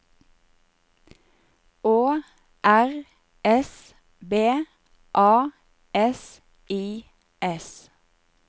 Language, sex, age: Norwegian, female, 28